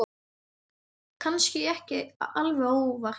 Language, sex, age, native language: Icelandic, male, 10, Icelandic